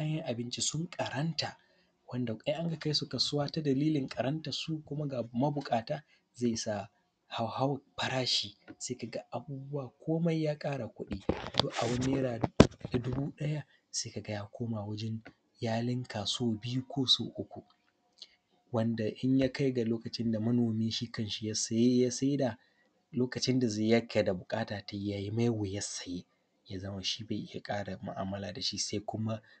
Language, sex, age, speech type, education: Hausa, male, 15-29, spontaneous, primary